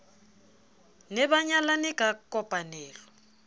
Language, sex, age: Southern Sotho, female, 29